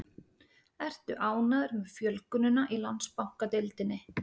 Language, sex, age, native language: Icelandic, female, 30-39, Icelandic